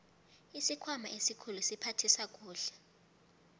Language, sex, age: South Ndebele, female, 19